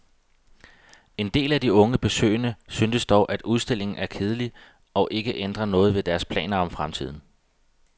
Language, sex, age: Danish, male, 32